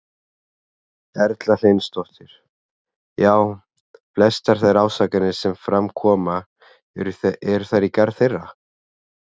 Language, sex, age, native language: Icelandic, male, 30-39, Icelandic